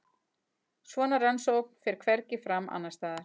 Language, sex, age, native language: Icelandic, female, 40-49, Icelandic